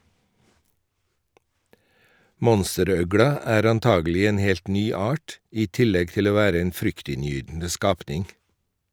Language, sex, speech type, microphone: Norwegian, male, read, Shure